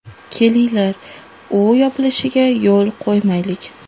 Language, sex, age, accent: Uzbek, female, 18-24, Toshkent viloyati